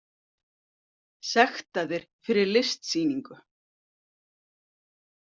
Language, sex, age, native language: Icelandic, female, 50-59, Icelandic